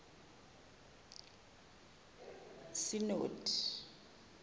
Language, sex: Zulu, female